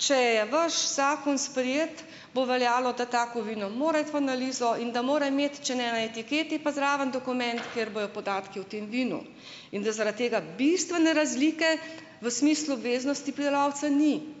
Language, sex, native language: Slovenian, female, Slovenian